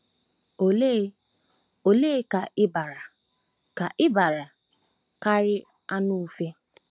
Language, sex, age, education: Igbo, female, 15-29, tertiary